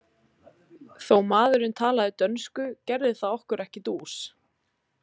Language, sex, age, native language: Icelandic, female, 20-29, Icelandic